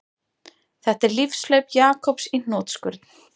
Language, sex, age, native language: Icelandic, female, 30-39, Icelandic